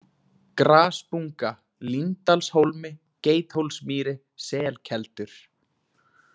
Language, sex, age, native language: Icelandic, male, 20-29, Icelandic